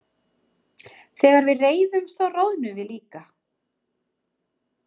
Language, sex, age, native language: Icelandic, female, 30-39, Icelandic